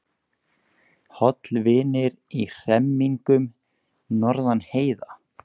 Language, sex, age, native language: Icelandic, male, 20-29, Icelandic